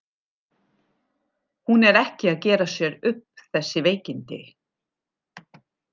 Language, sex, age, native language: Icelandic, female, 40-49, German